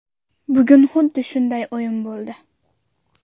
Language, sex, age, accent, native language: Uzbek, female, under 19, Andijon, Uzbek